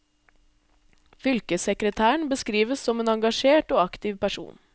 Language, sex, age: Norwegian, female, 20